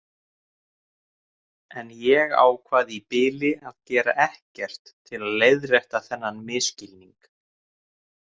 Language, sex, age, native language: Icelandic, male, 30-39, Icelandic